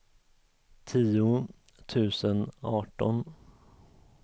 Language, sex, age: Swedish, male, 34